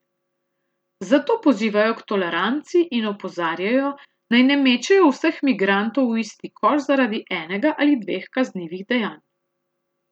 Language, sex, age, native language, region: Slovenian, female, 30-49, Slovenian, Central Slovenia